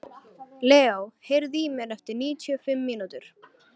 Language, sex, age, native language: Icelandic, female, 13, Icelandic